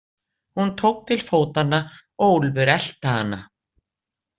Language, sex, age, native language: Icelandic, female, 60-69, Icelandic